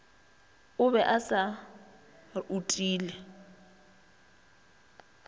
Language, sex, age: Northern Sotho, female, 21